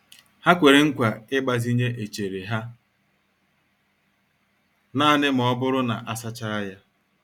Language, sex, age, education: Igbo, male, 46-60, tertiary